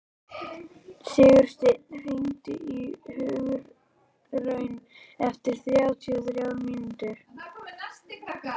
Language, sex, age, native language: Icelandic, male, 11, Icelandic